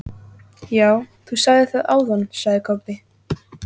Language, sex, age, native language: Icelandic, female, 14, Icelandic